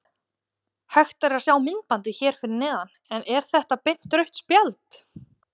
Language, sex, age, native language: Icelandic, female, 20-29, Icelandic